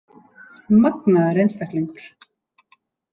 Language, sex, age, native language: Icelandic, female, 30-39, Icelandic